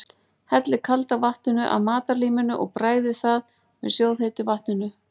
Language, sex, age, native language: Icelandic, female, 40-49, Icelandic